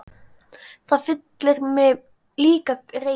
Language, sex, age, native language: Icelandic, male, 10, Icelandic